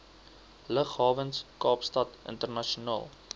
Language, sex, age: Afrikaans, male, 22